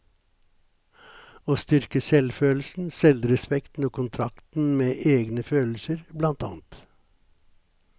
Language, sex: Norwegian, male